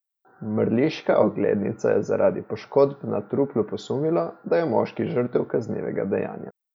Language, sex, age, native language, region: Slovenian, male, 18-29, Slovenian, Coastal Karst region